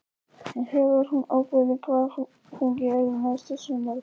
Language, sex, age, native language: Icelandic, male, 11, Polish